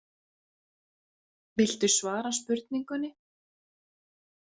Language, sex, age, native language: Icelandic, female, 40-49, Icelandic